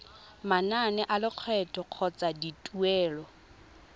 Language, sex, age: Tswana, female, 22